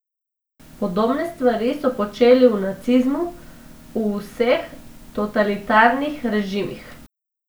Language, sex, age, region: Slovenian, female, 18-29, Abroad